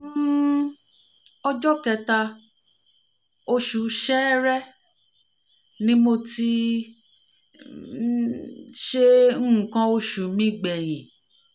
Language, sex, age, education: Yoruba, female, 30-45, tertiary